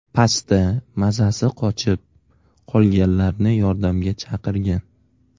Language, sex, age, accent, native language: Uzbek, male, 18-24, Navoiy, Uzbek